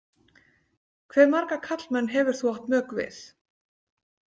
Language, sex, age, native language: Icelandic, female, 40-49, Icelandic